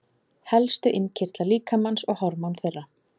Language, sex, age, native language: Icelandic, female, 40-49, Icelandic